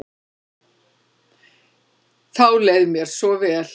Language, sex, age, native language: Icelandic, female, 60-69, Icelandic